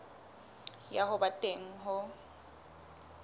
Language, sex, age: Southern Sotho, female, 23